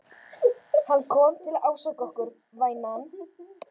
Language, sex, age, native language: Icelandic, female, 12, Icelandic